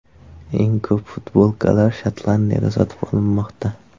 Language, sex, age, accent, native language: Uzbek, male, 18-24, Jizzax, Uzbek